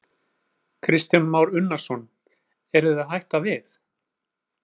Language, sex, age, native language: Icelandic, male, 40-49, Icelandic